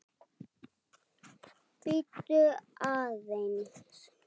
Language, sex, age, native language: Icelandic, male, 7, Icelandic